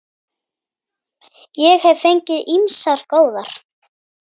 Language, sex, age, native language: Icelandic, female, 9, Icelandic